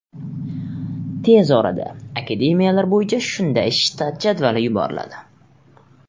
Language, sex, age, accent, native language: Uzbek, male, 18-24, Surxondaryo, Uzbek